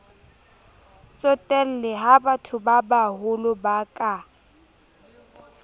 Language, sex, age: Southern Sotho, female, 22